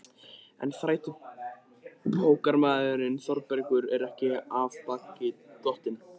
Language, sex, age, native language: Icelandic, male, 13, Icelandic